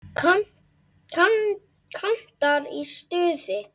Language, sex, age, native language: Icelandic, male, 8, Icelandic